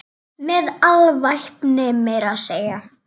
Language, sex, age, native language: Icelandic, female, 9, Icelandic